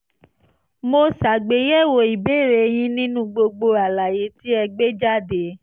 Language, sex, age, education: Yoruba, female, 15-29, tertiary